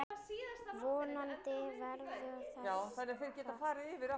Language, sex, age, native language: Icelandic, male, 10, Icelandic